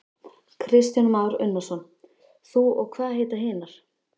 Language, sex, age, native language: Icelandic, female, 13, Icelandic